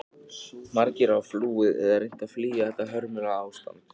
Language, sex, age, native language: Icelandic, male, 18-19, Icelandic